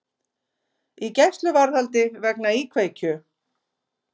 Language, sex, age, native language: Icelandic, female, 50-59, Icelandic